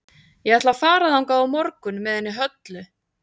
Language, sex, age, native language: Icelandic, female, 40-49, Icelandic